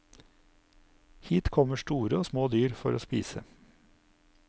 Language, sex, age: Norwegian, male, 59